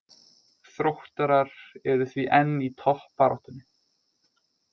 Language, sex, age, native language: Icelandic, male, 20-29, Icelandic